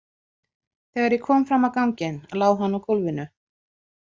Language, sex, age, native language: Icelandic, female, 40-49, Icelandic